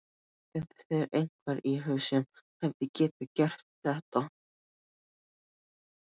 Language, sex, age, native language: Icelandic, male, 12, Icelandic